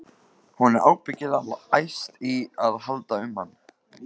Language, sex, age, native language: Icelandic, male, 15, Icelandic